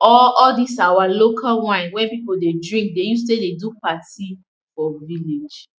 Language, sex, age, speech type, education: Nigerian Pidgin, female, 15-29, spontaneous, tertiary